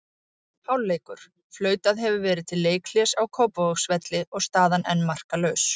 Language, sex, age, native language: Icelandic, female, 40-49, Icelandic